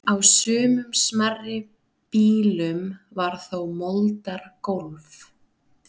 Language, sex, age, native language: Icelandic, female, 30-39, Icelandic